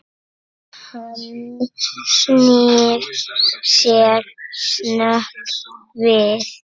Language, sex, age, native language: Icelandic, female, 7, Icelandic